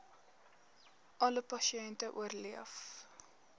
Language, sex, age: Afrikaans, female, 18